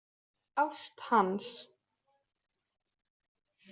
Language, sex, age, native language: Icelandic, female, 20-29, Icelandic